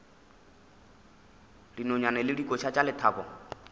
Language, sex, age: Northern Sotho, male, 21